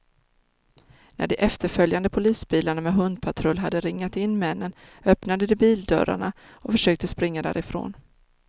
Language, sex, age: Swedish, female, 30